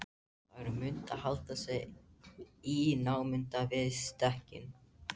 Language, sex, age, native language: Icelandic, male, 13, Icelandic